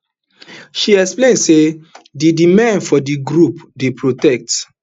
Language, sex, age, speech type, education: Nigerian Pidgin, male, 30-45, spontaneous, tertiary